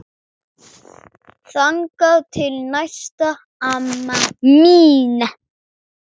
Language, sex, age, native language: Icelandic, male, 9, Icelandic